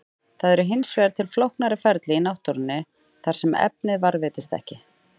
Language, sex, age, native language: Icelandic, female, 30-39, Icelandic